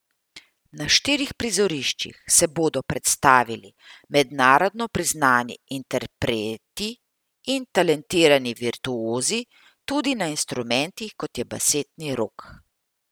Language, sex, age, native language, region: Slovenian, female, 50-59, Slovenian, Central Slovenia